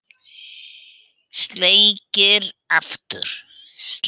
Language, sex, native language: Icelandic, female, Icelandic